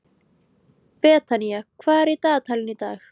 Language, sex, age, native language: Icelandic, female, 13, Icelandic